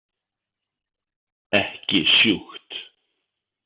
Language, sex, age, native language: Icelandic, male, 50-59, Icelandic